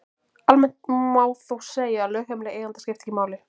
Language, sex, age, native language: Icelandic, female, 20-29, Icelandic